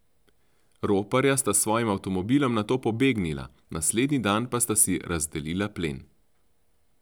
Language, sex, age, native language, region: Slovenian, male, 30-49, Slovenian, Central Slovenia